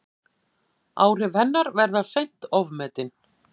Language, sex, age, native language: Icelandic, female, 50-59, Icelandic